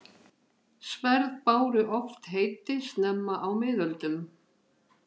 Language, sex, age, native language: Icelandic, female, 50-59, Icelandic